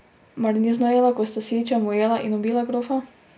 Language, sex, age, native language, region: Slovenian, female, 18-29, Slovenian, Drava region